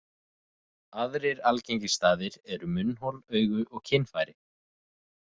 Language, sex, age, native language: Icelandic, male, 20-29, Icelandic